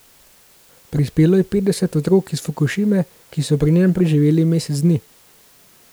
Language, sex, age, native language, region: Slovenian, male, 18-29, Slovenian, Gorenjska region